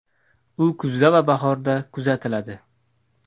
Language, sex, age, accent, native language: Uzbek, male, 18-24, Toshkent viloyati, Uzbek